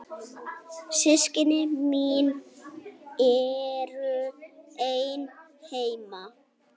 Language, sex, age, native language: Icelandic, male, 18-19, Icelandic